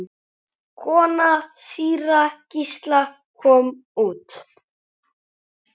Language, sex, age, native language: Icelandic, male, 9, Icelandic